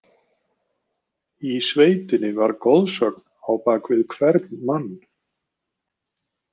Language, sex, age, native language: Icelandic, male, 50-59, Icelandic